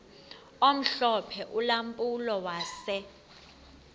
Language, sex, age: Xhosa, female, 26